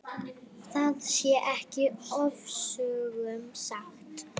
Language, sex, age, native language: Icelandic, female, 9, Icelandic